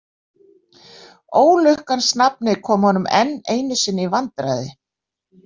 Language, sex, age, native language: Icelandic, female, 60-69, Icelandic